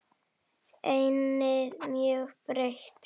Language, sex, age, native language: Icelandic, female, 8, Icelandic